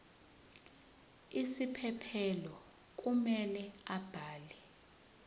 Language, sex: Zulu, female